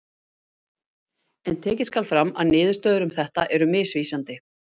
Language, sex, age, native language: Icelandic, female, 50-59, Icelandic